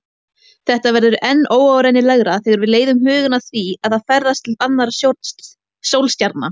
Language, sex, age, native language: Icelandic, female, 18-19, Icelandic